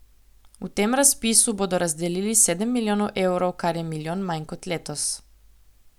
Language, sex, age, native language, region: Slovenian, female, 18-29, Slovenian, Coastal Karst region